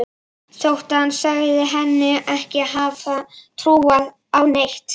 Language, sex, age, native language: Icelandic, female, 11, Icelandic